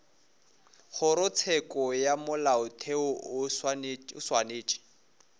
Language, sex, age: Northern Sotho, male, 24